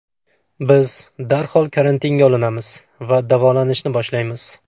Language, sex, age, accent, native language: Uzbek, male, 25-34, Farg'ona, Uzbek